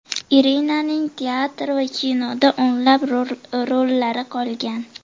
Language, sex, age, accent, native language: Uzbek, female, 12-17, Andijon, Uzbek